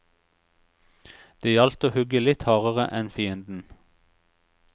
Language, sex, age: Norwegian, male, 36